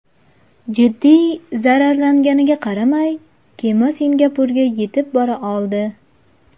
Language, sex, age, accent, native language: Uzbek, female, 19-29, Jizzax, Uzbek